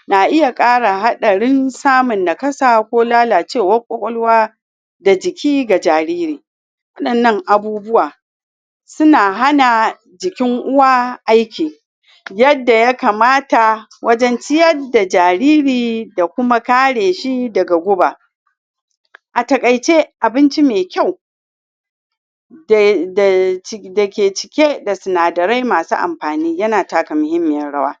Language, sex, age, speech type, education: Hausa, female, 46-60, spontaneous, tertiary